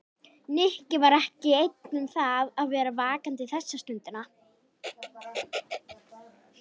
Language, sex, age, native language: Icelandic, female, 50-59, Icelandic